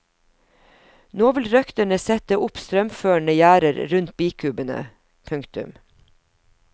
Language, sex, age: Norwegian, female, 50